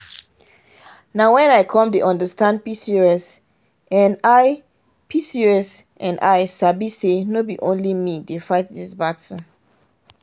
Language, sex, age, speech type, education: Nigerian Pidgin, female, 30-45, spontaneous, tertiary